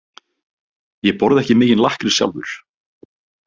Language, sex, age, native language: Icelandic, male, 30-39, Icelandic